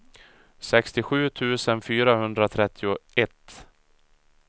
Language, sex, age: Swedish, male, 37